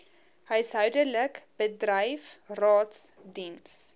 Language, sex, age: Afrikaans, female, 20